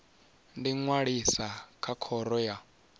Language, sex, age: Venda, male, 19